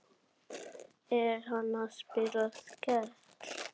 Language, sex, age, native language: Icelandic, male, 7, Icelandic